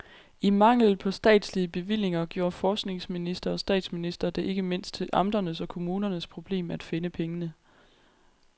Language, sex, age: Danish, female, 23